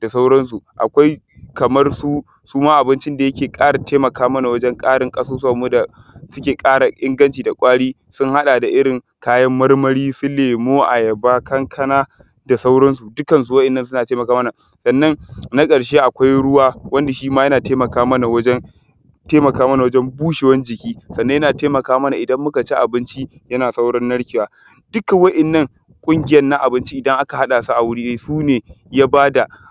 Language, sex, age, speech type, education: Hausa, male, 15-29, spontaneous, tertiary